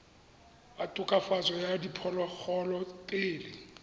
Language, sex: Tswana, male